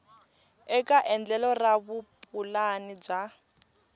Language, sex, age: Tsonga, female, 20